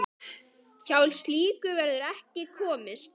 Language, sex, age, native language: Icelandic, male, 10, Icelandic